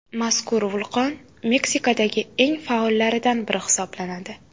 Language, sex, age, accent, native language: Uzbek, female, 18-24, Toshkent shahri, Uzbek